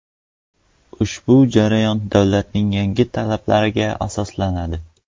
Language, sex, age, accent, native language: Uzbek, male, 12-17, Qoraqalpog'iston, Uzbek